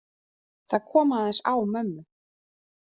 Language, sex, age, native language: Icelandic, female, 30-39, Icelandic